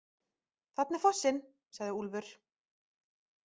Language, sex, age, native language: Icelandic, female, 30-39, Icelandic